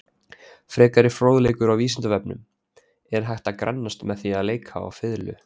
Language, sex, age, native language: Icelandic, male, 20-29, Icelandic